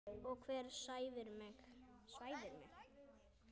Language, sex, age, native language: Icelandic, male, 9, Icelandic